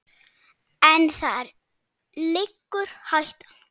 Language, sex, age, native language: Icelandic, male, 7, Icelandic